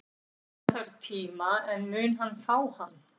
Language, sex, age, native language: Icelandic, female, 60-69, Icelandic